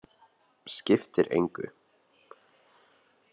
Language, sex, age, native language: Icelandic, male, 20-29, Icelandic